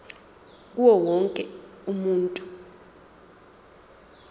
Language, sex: Zulu, female